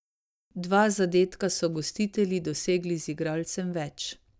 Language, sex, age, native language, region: Slovenian, female, 30-49, Slovenian, Savinja region